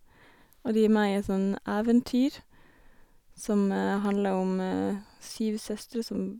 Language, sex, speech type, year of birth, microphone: Norwegian, female, spontaneous, 1987, Sennheiser